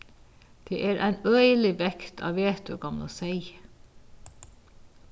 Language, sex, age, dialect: Faroese, female, 36-60, Vágar